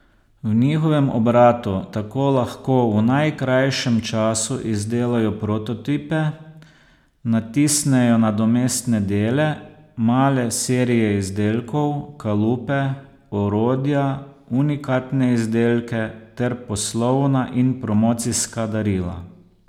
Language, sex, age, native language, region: Slovenian, male, 50-59, Slovenian, Posavska region